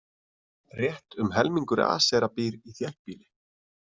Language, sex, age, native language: Icelandic, male, 30-39, Icelandic